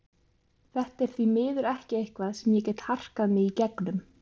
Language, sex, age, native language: Icelandic, female, 20-29, Icelandic